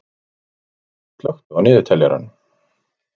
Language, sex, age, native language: Icelandic, male, 40-49, Icelandic